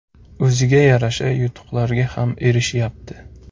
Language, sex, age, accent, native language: Uzbek, male, 25-34, Samarqand, Uzbek